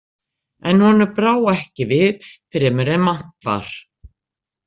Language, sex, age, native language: Icelandic, female, 60-69, Icelandic